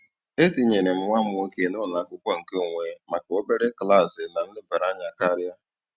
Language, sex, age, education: Igbo, male, 30-45, tertiary